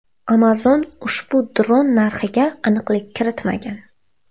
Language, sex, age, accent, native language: Uzbek, female, 18-24, Xorazm, Uzbek